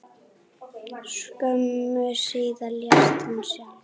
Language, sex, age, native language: Icelandic, female, 8, Icelandic